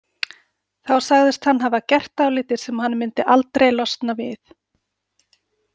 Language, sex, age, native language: Icelandic, female, 40-49, Icelandic